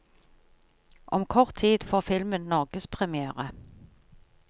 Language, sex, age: Norwegian, female, 43